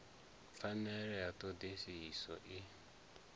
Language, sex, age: Venda, male, 34